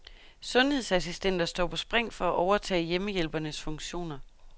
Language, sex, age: Danish, female, 32